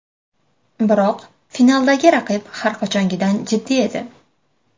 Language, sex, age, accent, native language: Uzbek, female, 25-34, Farg'ona, Uzbek